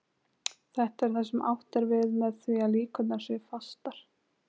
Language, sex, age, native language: Icelandic, female, 20-29, Icelandic